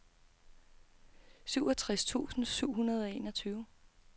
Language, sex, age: Danish, female, 32